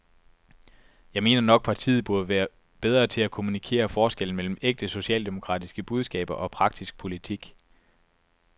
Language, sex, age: Danish, male, 24